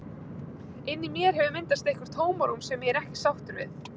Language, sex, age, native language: Icelandic, female, 20-29, Icelandic